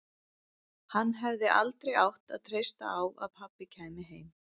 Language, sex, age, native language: Icelandic, female, 30-39, Icelandic